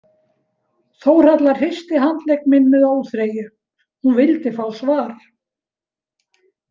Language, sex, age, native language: Icelandic, female, 70-79, Icelandic